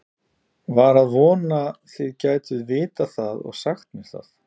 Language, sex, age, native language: Icelandic, male, 40-49, Icelandic